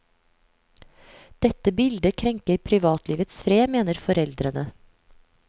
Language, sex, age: Norwegian, female, 35